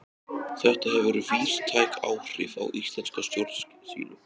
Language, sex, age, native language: Icelandic, male, 20-29, Icelandic